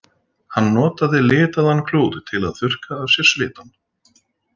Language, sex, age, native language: Icelandic, male, 40-49, Icelandic